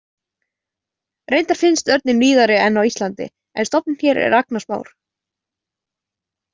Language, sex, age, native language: Icelandic, female, 20-29, Icelandic